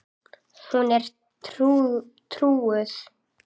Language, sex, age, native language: Icelandic, female, 8, Icelandic